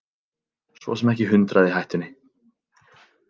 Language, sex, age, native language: Icelandic, male, 30-39, Icelandic